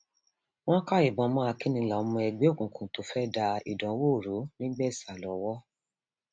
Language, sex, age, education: Yoruba, female, 46-60, tertiary